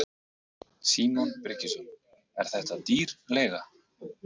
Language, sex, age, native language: Icelandic, male, 40-49, Icelandic